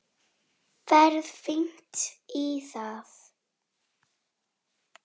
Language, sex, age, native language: Icelandic, female, 10, Icelandic